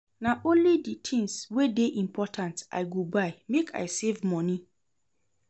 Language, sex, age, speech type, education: Nigerian Pidgin, female, 30-45, read, secondary